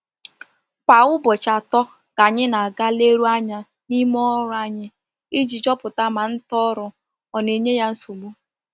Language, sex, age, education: Igbo, female, 15-29, tertiary